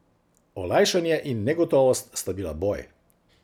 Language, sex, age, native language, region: Slovenian, male, 60+, Slovenian, Central Slovenia